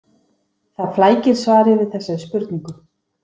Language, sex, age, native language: Icelandic, female, 50-59, Icelandic